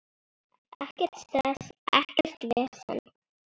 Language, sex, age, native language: Icelandic, female, 9, Icelandic